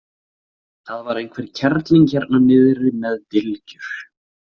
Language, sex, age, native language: Icelandic, male, 20-29, Icelandic